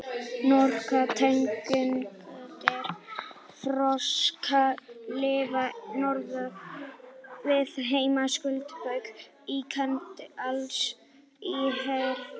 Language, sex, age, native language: Icelandic, male, 18-19, Icelandic